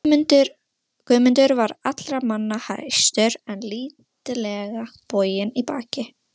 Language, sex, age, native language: Icelandic, female, 13, Russian